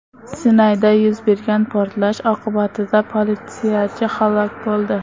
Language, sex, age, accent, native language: Uzbek, female, under 19, Toshkent shahri, Uzbek